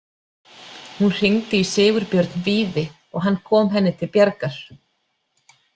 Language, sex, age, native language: Icelandic, female, 40-49, Icelandic